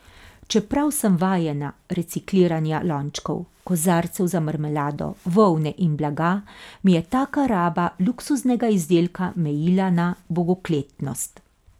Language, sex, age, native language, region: Slovenian, female, 50-59, Slovenian, Carinthia region